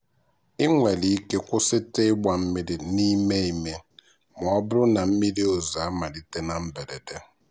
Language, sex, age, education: Igbo, male, 15-29, tertiary